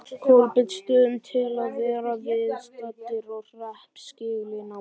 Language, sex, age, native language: Icelandic, male, 11, Icelandic